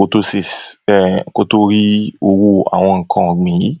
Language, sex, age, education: Yoruba, male, 15-29, tertiary